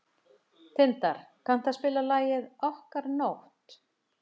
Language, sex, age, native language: Icelandic, female, 50-59, Icelandic